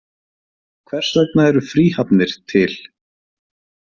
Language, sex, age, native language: Icelandic, male, 30-39, Icelandic